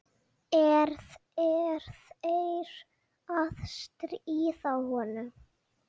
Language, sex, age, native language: Icelandic, female, 8, Icelandic